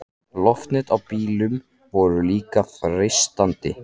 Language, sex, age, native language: Icelandic, male, 14, Icelandic